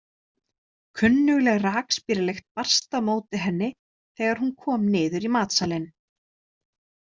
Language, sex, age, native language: Icelandic, female, 30-39, Icelandic